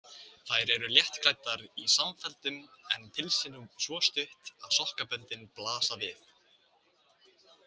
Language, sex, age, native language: Icelandic, male, 18-19, Icelandic